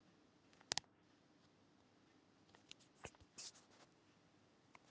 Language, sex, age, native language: Icelandic, female, 50-59, Icelandic